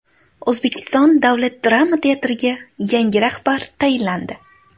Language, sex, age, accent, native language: Uzbek, female, 18-24, Andijon, Uzbek